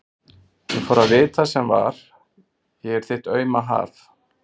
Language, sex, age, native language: Icelandic, male, 40-49, Icelandic